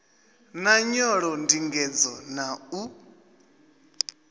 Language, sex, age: Venda, male, 27